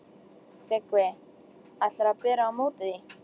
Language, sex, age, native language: Icelandic, female, 13, Icelandic